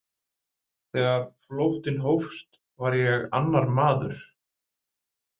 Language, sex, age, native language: Icelandic, male, 20-29, Icelandic